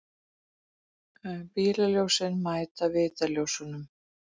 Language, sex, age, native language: Icelandic, female, 40-49, Icelandic